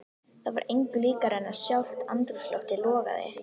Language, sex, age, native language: Icelandic, female, 11, Icelandic